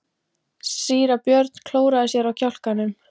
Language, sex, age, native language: Icelandic, female, 14, Icelandic